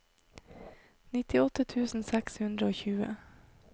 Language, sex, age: Norwegian, female, 26